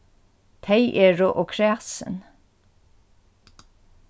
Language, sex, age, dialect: Faroese, female, 36-60, Norðurstreymoy/Eysturoy